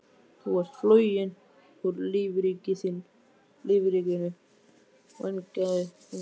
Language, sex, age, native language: Icelandic, male, 12, Icelandic